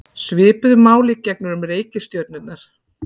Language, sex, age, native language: Icelandic, female, 40-49, Icelandic